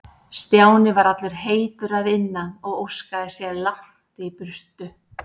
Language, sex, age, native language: Icelandic, female, 60-69, Icelandic